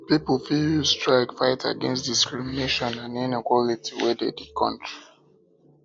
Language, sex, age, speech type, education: Nigerian Pidgin, male, 15-29, spontaneous, tertiary